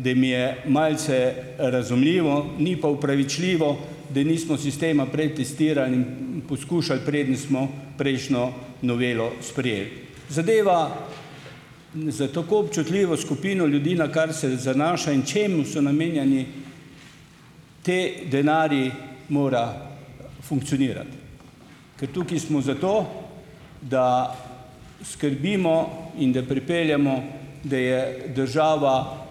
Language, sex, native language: Slovenian, male, Slovenian